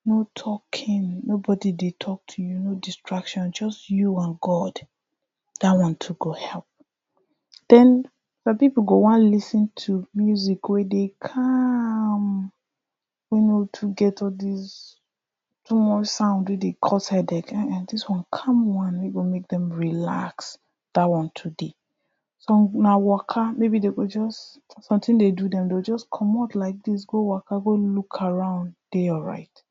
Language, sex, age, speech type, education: Nigerian Pidgin, female, 15-29, spontaneous, tertiary